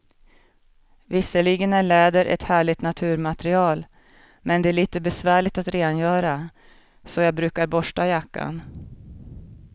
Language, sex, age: Swedish, female, 37